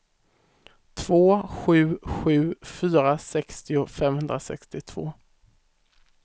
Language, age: Swedish, 18